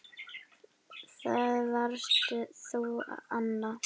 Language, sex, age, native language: Icelandic, female, 9, Icelandic